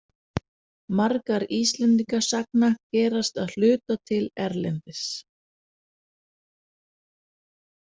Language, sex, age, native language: Icelandic, female, 40-49, Danish